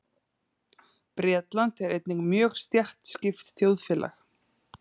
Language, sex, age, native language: Icelandic, female, 30-39, Icelandic